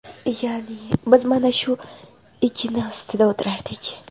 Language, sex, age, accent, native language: Uzbek, female, 12-17, Toshkent shahri, Uzbek